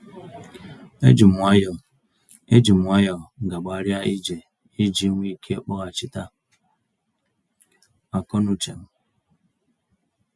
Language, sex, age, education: Igbo, male, 30-45, tertiary